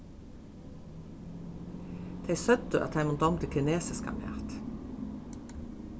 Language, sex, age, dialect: Faroese, female, 36-60, Suðurstreymoy